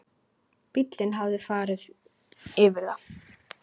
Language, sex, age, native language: Icelandic, female, 9, Icelandic